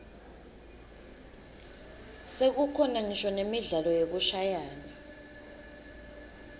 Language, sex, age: Swati, female, 22